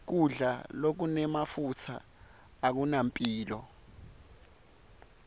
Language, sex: Swati, male